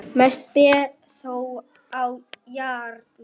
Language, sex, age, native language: Icelandic, male, 8, Icelandic